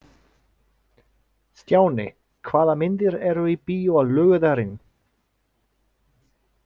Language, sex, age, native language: Icelandic, male, 30-39, French